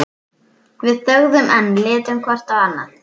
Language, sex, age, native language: Icelandic, female, 12, Icelandic